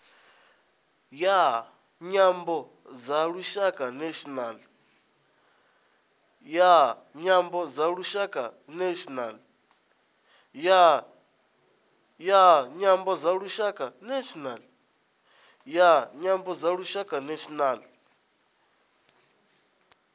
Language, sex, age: Venda, male, 20